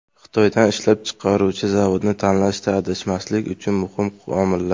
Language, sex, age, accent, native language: Uzbek, male, under 19, Samarqand, Uzbek